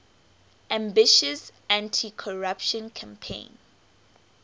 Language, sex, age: English, female, 18